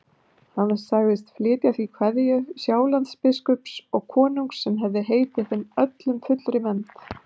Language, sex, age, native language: Icelandic, female, 50-59, Icelandic